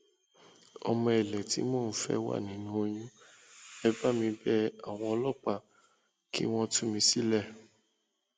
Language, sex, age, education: Yoruba, male, 15-29, tertiary